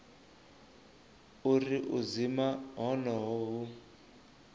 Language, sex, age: Venda, male, 24